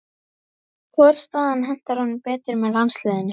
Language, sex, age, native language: Icelandic, female, 11, Icelandic